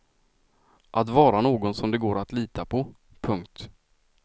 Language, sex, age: Swedish, male, 46